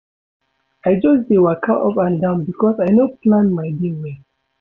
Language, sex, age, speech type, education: Nigerian Pidgin, male, 30-45, read, secondary